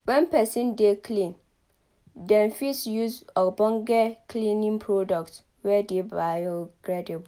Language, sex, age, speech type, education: Nigerian Pidgin, female, 15-29, read, tertiary